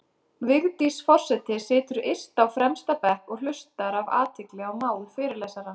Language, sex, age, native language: Icelandic, female, 30-39, Icelandic